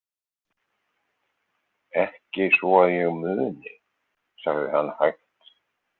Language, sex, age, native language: Icelandic, male, 50-59, Icelandic